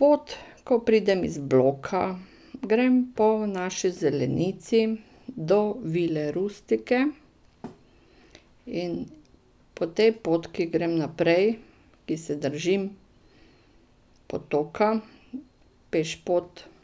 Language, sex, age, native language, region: Slovenian, female, 60+, Slovenian, Drava region